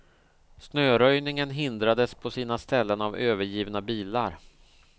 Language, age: Swedish, 38